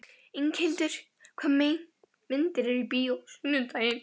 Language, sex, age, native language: Icelandic, female, 12, Icelandic